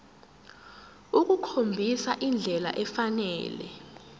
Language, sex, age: Zulu, female, 17